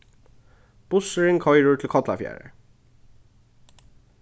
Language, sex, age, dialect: Faroese, male, 15-35, Norðurstreymoy/Eysturoy